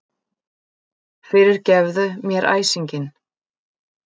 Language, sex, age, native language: Icelandic, female, 40-49, Icelandic